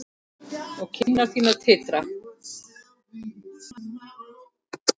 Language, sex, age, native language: Icelandic, male, 9, Icelandic